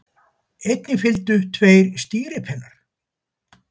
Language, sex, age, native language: Icelandic, male, 70-79, Icelandic